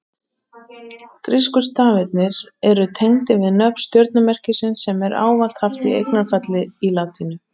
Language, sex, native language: Icelandic, male, Icelandic